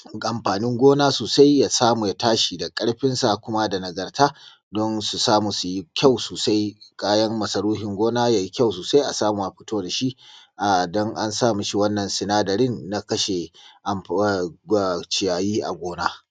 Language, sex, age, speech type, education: Hausa, male, 30-45, spontaneous, tertiary